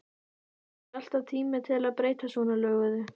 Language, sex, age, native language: Icelandic, female, 14, Icelandic